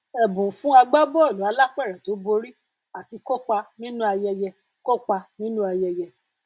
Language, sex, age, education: Yoruba, female, 30-45, tertiary